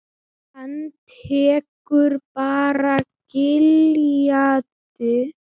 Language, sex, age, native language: Icelandic, female, 7, Icelandic